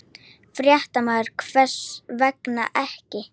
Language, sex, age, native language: Icelandic, female, 12, Icelandic